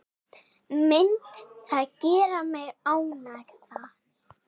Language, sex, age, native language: Icelandic, female, 8, Icelandic